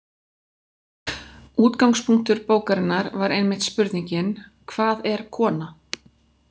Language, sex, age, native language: Icelandic, female, 40-49, Icelandic